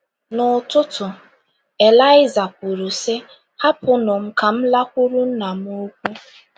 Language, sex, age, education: Igbo, female, 15-29, tertiary